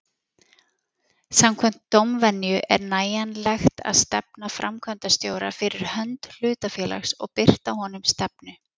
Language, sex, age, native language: Icelandic, female, 40-49, Icelandic